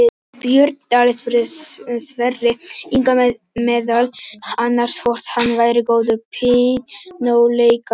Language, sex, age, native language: Icelandic, male, 18-19, Icelandic